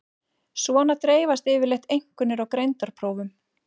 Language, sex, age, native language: Icelandic, female, 40-49, Icelandic